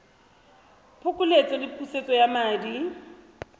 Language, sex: Tswana, female